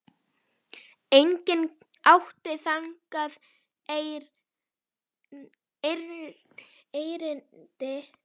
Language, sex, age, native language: Icelandic, female, 10, Icelandic